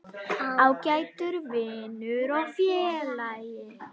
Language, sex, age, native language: Icelandic, female, 10, Icelandic